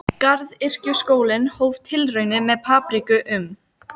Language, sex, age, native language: Icelandic, female, 12, Icelandic